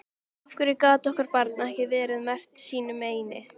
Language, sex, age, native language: Icelandic, female, 13, Icelandic